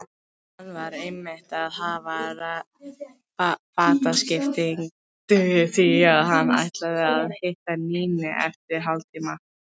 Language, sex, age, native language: Icelandic, female, 18-19, Icelandic